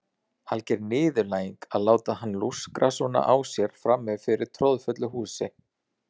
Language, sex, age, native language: Icelandic, male, 40-49, Icelandic